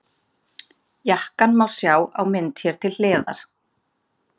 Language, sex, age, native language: Icelandic, female, 30-39, Icelandic